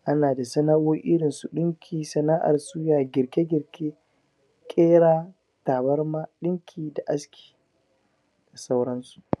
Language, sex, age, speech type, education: Hausa, male, 15-29, spontaneous, primary